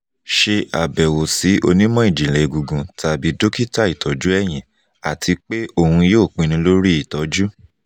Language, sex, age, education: Yoruba, male, 30-45, tertiary